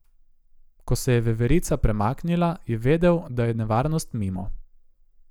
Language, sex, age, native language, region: Slovenian, male, 18-29, Slovenian, Gorica region